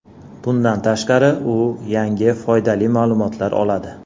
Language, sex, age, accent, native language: Uzbek, male, 40-49, Andijon, Uzbek